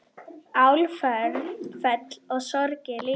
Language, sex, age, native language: Icelandic, female, 9, Icelandic